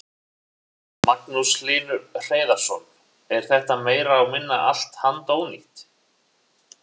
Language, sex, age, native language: Icelandic, male, 40-49, Icelandic